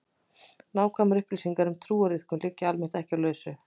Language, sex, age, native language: Icelandic, female, 20-29, Icelandic